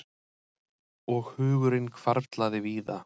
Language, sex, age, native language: Icelandic, male, 30-39, Icelandic